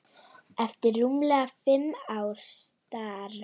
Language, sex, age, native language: Icelandic, female, 9, Icelandic